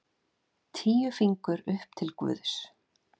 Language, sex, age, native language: Icelandic, female, 8, Icelandic